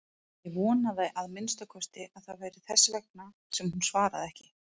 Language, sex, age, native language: Icelandic, female, 30-39, Icelandic